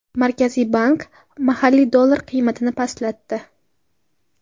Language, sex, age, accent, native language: Uzbek, female, 18-24, Qashqadaryo, Uzbek